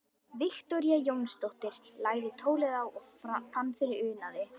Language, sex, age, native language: Icelandic, female, 11, Icelandic